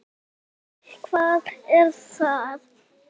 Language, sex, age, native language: Icelandic, male, 6, Icelandic